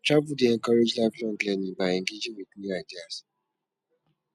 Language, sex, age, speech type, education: Nigerian Pidgin, male, 15-29, spontaneous, tertiary